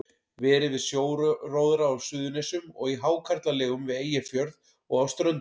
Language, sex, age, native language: Icelandic, male, 40-49, Icelandic